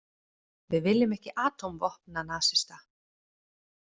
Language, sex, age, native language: Icelandic, female, 30-39, Icelandic